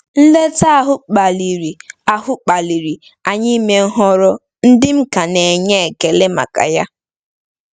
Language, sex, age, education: Igbo, female, 15-29, tertiary